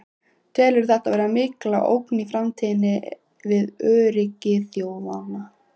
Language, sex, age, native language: Icelandic, female, 15, Icelandic